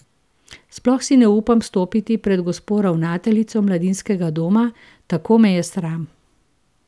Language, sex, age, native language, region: Slovenian, female, 50-59, Slovenian, Central Slovenia